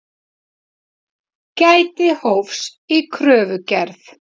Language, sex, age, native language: Icelandic, female, 40-49, Icelandic